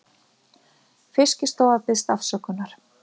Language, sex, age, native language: Icelandic, female, 50-59, Icelandic